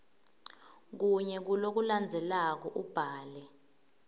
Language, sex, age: Swati, female, 18